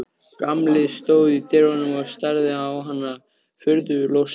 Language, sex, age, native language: Icelandic, male, 13, Icelandic